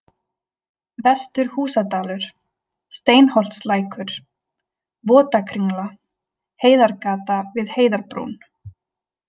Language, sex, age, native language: Icelandic, female, 20-29, Icelandic